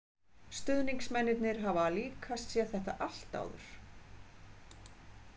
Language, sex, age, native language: Icelandic, female, 50-59, Icelandic